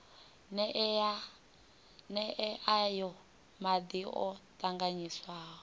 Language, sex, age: Venda, female, 18